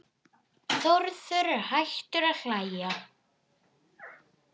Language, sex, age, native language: Icelandic, female, 10, Icelandic